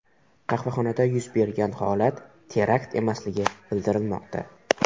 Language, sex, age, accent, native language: Uzbek, male, 12-17, Qoraqalpog'iston, Uzbek